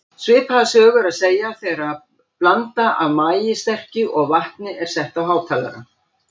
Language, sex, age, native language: Icelandic, female, 60-69, Icelandic